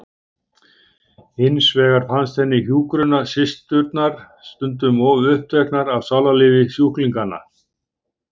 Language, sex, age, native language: Icelandic, male, 50-59, Icelandic